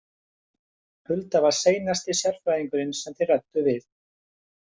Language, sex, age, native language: Icelandic, male, 50-59, Icelandic